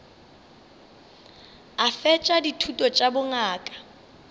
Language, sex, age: Northern Sotho, female, 24